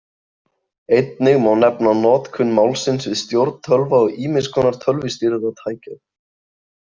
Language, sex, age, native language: Icelandic, male, 18-19, Icelandic